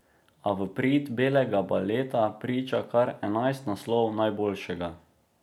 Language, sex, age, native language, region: Slovenian, male, 18-29, Slovenian, Drava region